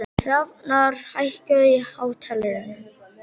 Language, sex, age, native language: Icelandic, male, 12, Icelandic